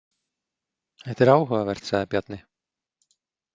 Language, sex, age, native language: Icelandic, male, 40-49, Icelandic